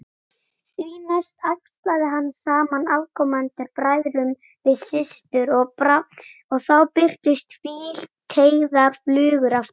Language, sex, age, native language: Icelandic, female, 18-19, Icelandic